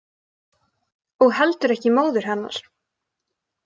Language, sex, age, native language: Icelandic, female, 20-29, Icelandic